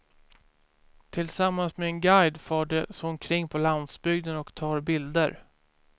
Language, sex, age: Swedish, male, 24